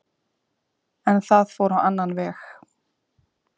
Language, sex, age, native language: Icelandic, female, 30-39, Icelandic